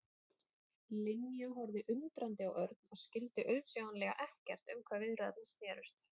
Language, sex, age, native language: Icelandic, female, 30-39, Icelandic